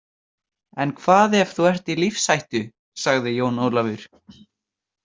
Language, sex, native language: Icelandic, male, Icelandic